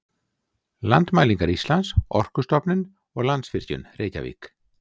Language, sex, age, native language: Icelandic, male, 60-69, Icelandic